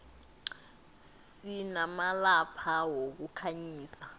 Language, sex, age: South Ndebele, female, 19